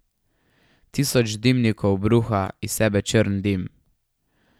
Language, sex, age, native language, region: Slovenian, male, 12-17, Slovenian, Savinja region